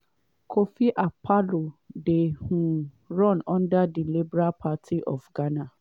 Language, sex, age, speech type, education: Nigerian Pidgin, female, 30-45, spontaneous, tertiary